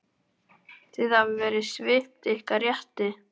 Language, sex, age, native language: Icelandic, male, 12, Icelandic